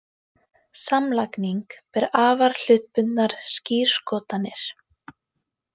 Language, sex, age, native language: Icelandic, female, 18-19, Icelandic